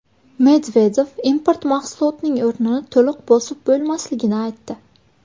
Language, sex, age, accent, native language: Uzbek, female, 19-29, Buxoro, Uzbek